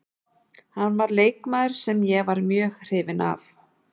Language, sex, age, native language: Icelandic, female, 40-49, Icelandic